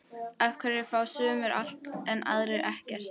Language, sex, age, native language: Icelandic, female, 12, Icelandic